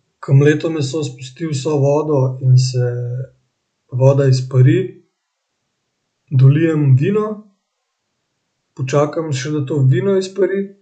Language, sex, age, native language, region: Slovenian, male, 18-29, Slovenian, Central Slovenia